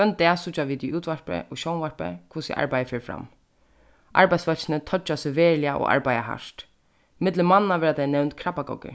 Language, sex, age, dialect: Faroese, female, 15-35, Suðurstreymoy